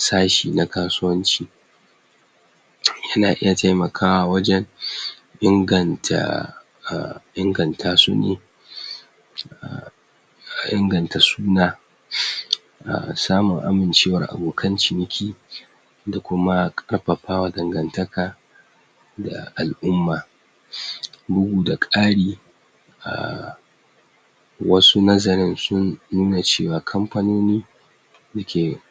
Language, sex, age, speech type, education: Hausa, male, 46-60, spontaneous, tertiary